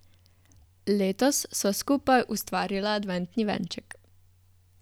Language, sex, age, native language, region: Slovenian, female, 18-29, Slovenian, Southeast Slovenia